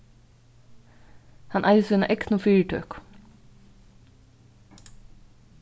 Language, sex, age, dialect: Faroese, female, 36-60, Vágar